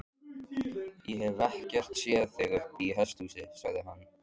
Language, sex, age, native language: Icelandic, male, 14, Icelandic